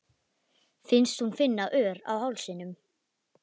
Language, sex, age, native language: Icelandic, female, 11, Icelandic